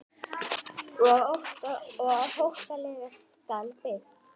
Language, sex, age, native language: Icelandic, female, 10, Icelandic